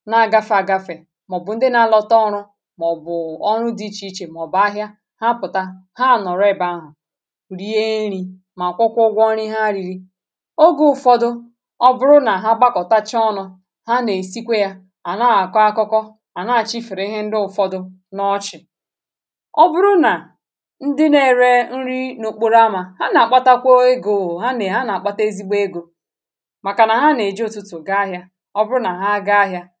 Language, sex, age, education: Igbo, female, 30-45, tertiary